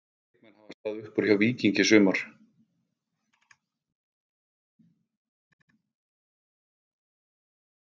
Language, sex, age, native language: Icelandic, male, 50-59, Icelandic